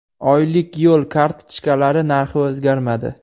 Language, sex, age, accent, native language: Uzbek, male, 18-24, Andijon, Uzbek